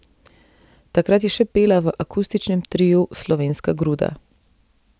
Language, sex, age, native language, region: Slovenian, female, 30-49, Slovenian, Central Slovenia